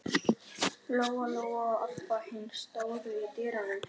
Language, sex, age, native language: Icelandic, male, 11, Icelandic